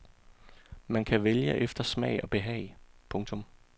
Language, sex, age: Danish, male, 34